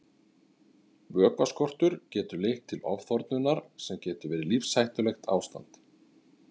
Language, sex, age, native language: Icelandic, male, 30-39, Icelandic